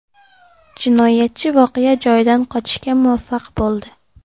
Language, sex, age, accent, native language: Uzbek, female, 12-17, Farg'ona, Uzbek